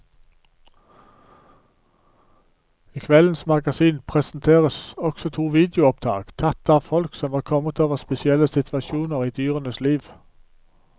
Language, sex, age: Norwegian, male, 47